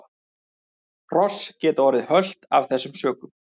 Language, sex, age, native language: Icelandic, male, 30-39, Icelandic